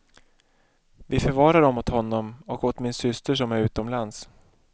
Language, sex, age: Swedish, male, 31